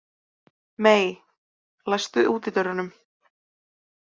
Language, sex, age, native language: Icelandic, male, 20-29, Icelandic